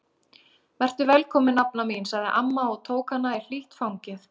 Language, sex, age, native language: Icelandic, female, 30-39, Icelandic